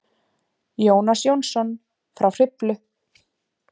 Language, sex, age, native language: Icelandic, female, 30-39, Icelandic